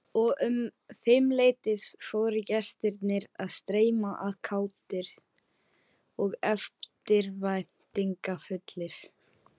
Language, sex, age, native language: Icelandic, female, 40-49, Icelandic